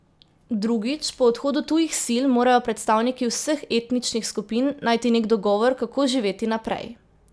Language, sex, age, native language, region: Slovenian, female, 18-29, Slovenian, Drava region